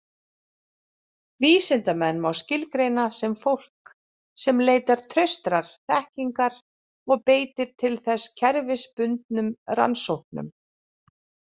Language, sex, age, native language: Icelandic, female, 40-49, Icelandic